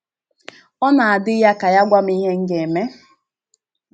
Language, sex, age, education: Igbo, female, 15-29, tertiary